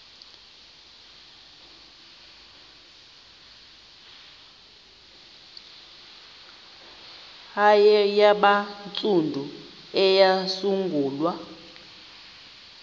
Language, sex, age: Xhosa, female, 38